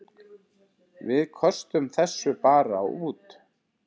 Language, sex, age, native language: Icelandic, male, 10, Icelandic